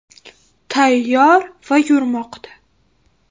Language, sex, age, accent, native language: Uzbek, female, 12-17, Toshkent shahri, Uzbek